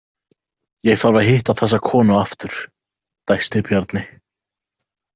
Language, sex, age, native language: Icelandic, male, 18-19, Icelandic